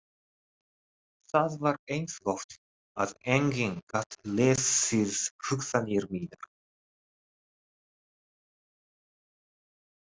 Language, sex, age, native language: Icelandic, male, 30-39, Japanese